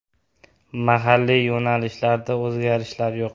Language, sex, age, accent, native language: Uzbek, male, 18-24, Toshkent viloyati, Uzbek